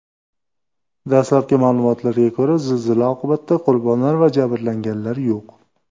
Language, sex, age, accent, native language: Uzbek, male, 25-34, Jizzax, Uzbek